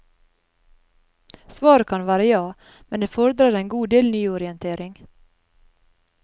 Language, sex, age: Norwegian, female, 30